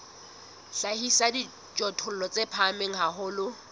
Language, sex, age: Southern Sotho, female, 19